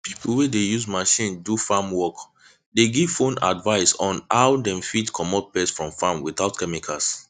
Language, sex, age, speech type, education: Nigerian Pidgin, male, 15-29, spontaneous, tertiary